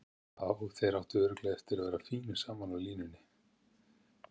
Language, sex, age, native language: Icelandic, male, 50-59, Icelandic